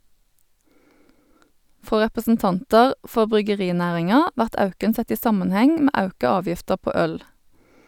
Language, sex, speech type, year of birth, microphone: Norwegian, female, read, 1972, Sennheiser